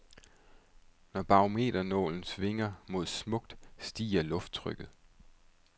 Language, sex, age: Danish, male, 31